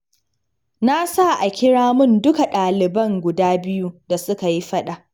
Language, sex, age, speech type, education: Hausa, female, 15-29, read, secondary